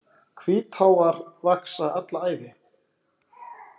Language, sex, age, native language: Icelandic, male, 40-49, Icelandic